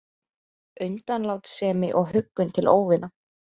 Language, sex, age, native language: Icelandic, female, 20-29, Icelandic